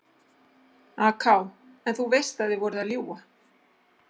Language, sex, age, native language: Icelandic, female, 60-69, Icelandic